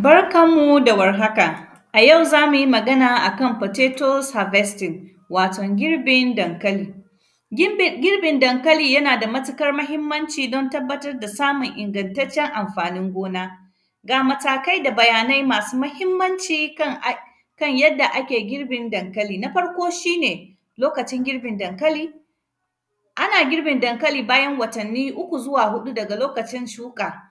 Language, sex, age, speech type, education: Hausa, female, 30-45, spontaneous, tertiary